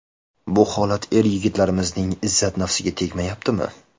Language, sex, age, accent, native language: Uzbek, male, 18-24, Jizzax, Uzbek